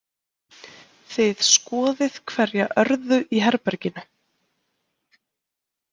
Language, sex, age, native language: Icelandic, female, 20-29, Icelandic